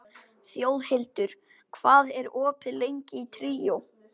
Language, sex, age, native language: Icelandic, male, 12, Icelandic